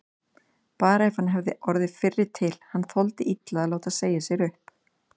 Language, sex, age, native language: Icelandic, female, 30-39, Icelandic